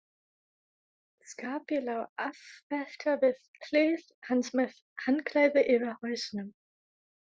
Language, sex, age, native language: Icelandic, female, 20-29, German